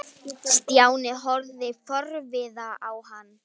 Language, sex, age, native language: Icelandic, female, 9, Icelandic